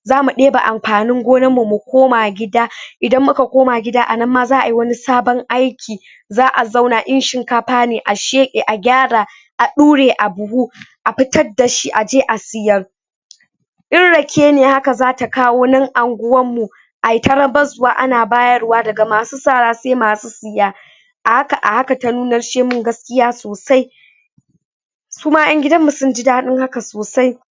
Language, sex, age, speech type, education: Hausa, female, 60+, spontaneous, tertiary